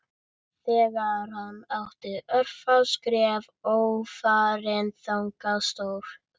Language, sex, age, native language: Icelandic, male, 11, Icelandic